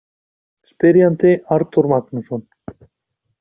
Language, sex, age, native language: Icelandic, male, 40-49, Icelandic